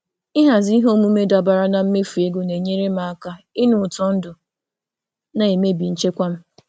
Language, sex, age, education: Igbo, male, 30-45, tertiary